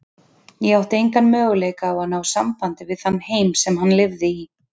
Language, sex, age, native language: Icelandic, female, 30-39, Icelandic